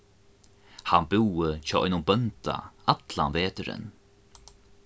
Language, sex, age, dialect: Faroese, male, 15-35, Norðuroyggjar